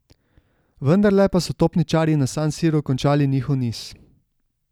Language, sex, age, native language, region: Slovenian, male, 18-29, Slovenian, Savinja region